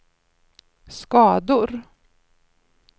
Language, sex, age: Swedish, female, 53